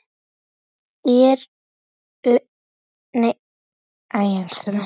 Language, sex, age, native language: Icelandic, male, 10, Icelandic